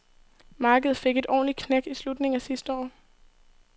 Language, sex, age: Danish, female, 18